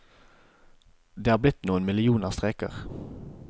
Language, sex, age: Norwegian, male, 25